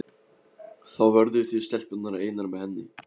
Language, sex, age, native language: Icelandic, male, 15, Polish